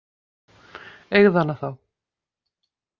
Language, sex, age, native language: Icelandic, female, 50-59, Icelandic